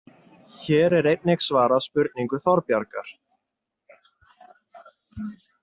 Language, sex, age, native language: Icelandic, male, 20-29, Icelandic